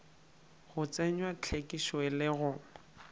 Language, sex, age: Northern Sotho, male, 19